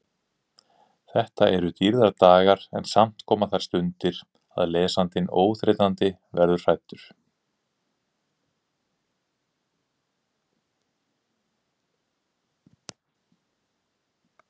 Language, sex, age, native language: Icelandic, male, 30-39, Icelandic